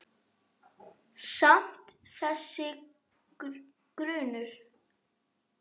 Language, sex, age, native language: Icelandic, female, 8, Icelandic